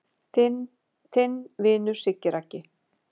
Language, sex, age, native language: Icelandic, female, 50-59, Icelandic